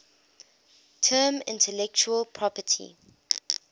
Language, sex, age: English, female, 21